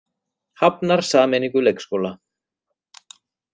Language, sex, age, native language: Icelandic, male, 40-49, Icelandic